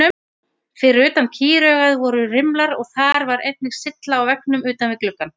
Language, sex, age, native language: Icelandic, female, 40-49, Icelandic